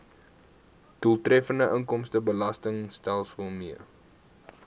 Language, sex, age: Afrikaans, male, 18